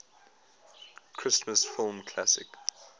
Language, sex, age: English, male, 22